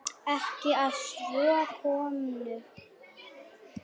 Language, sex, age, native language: Icelandic, male, 9, Icelandic